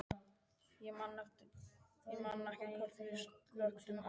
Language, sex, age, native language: Icelandic, male, 12, Icelandic